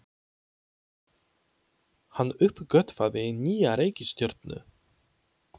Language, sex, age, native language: Icelandic, male, 20-29, Polish